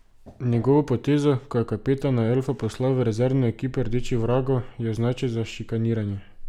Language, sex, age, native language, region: Slovenian, male, 18-29, Slovenian, Drava region